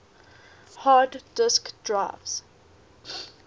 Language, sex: English, female